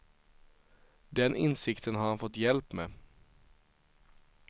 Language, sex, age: Swedish, male, 23